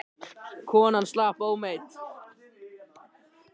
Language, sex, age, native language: Icelandic, other, 18-19, Icelandic